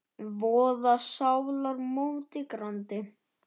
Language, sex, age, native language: Icelandic, male, 9, Icelandic